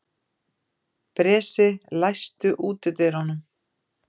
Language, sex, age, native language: Icelandic, female, 50-59, Icelandic